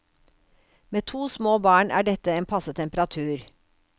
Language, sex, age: Norwegian, female, 56